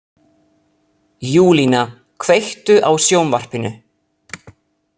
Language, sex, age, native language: Icelandic, male, 30-39, Italian